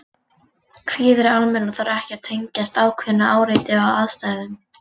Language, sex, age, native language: Icelandic, female, 40-49, Icelandic